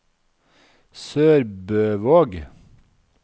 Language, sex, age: Norwegian, male, 51